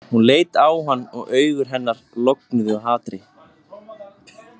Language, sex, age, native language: Icelandic, male, 20-29, Icelandic